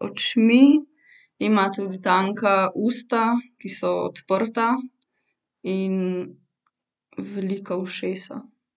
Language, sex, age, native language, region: Slovenian, female, 18-29, Slovenian, Central Slovenia